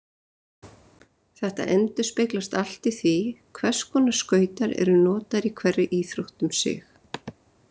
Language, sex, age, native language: Icelandic, female, 30-39, Icelandic